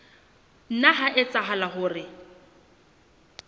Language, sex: Southern Sotho, female